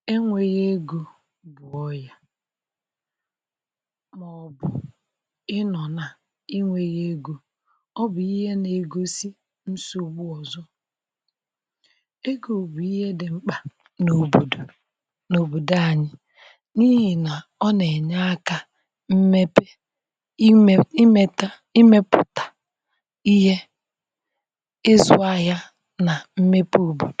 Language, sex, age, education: Igbo, female, 60+, tertiary